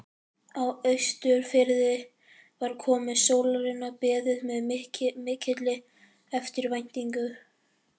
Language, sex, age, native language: Icelandic, male, 11, Icelandic